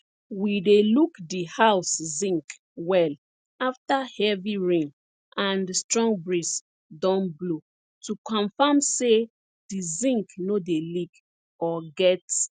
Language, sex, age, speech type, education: Nigerian Pidgin, female, 30-45, spontaneous, tertiary